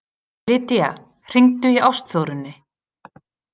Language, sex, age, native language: Icelandic, female, 40-49, Icelandic